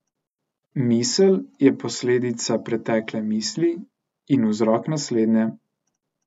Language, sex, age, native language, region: Slovenian, male, 18-29, Slovenian, Central Slovenia